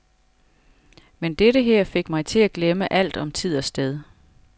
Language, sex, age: Danish, female, 45